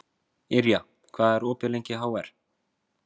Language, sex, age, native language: Icelandic, female, 50-59, Icelandic